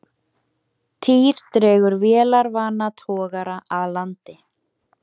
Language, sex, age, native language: Icelandic, female, 18-19, Icelandic